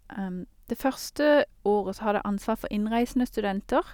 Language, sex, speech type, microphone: Norwegian, female, spontaneous, Sennheiser